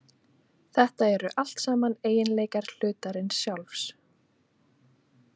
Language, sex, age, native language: Icelandic, female, 20-29, Icelandic